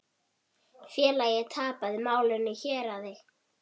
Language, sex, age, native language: Icelandic, female, 8, Icelandic